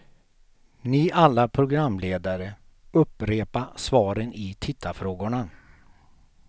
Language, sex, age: Swedish, male, 48